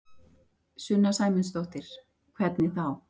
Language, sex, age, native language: Icelandic, female, 50-59, Icelandic